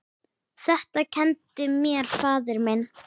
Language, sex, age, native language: Icelandic, female, 9, Icelandic